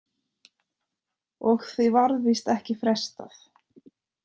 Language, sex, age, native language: Icelandic, female, 30-39, Icelandic